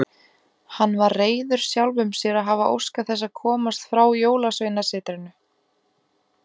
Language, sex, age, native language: Icelandic, female, 20-29, Icelandic